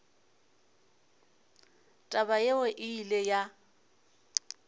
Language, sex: Northern Sotho, female